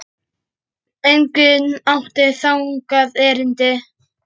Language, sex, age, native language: Icelandic, male, 8, Icelandic